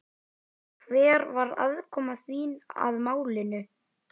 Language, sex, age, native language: Icelandic, male, 11, Icelandic